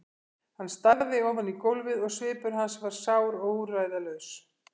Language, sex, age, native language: Icelandic, female, 50-59, Icelandic